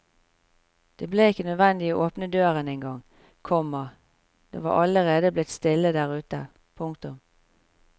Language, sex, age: Norwegian, female, 45